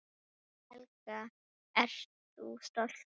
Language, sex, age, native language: Icelandic, female, 9, Icelandic